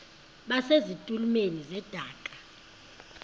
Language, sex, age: Xhosa, female, 23